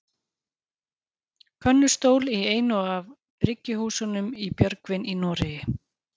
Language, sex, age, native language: Icelandic, female, 40-49, Icelandic